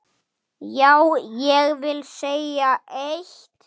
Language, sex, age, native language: Icelandic, male, 8, Icelandic